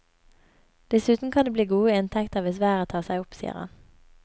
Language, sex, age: Norwegian, female, 24